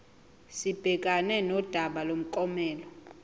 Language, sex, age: Zulu, female, 20